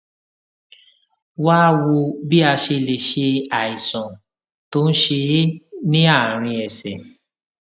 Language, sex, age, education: Yoruba, male, 30-45, tertiary